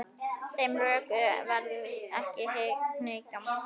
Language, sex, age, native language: Icelandic, female, 9, Icelandic